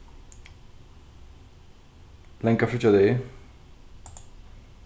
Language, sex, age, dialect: Faroese, male, 15-35, Norðuroyggjar